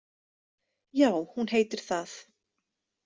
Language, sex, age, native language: Icelandic, female, 30-39, Icelandic